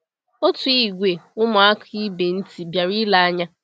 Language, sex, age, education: Igbo, female, 15-29, tertiary